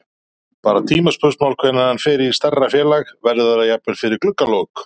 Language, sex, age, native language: Icelandic, male, 40-49, Icelandic